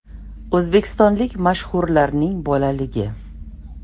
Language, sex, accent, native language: Uzbek, female, Toshkent shahri, Uzbek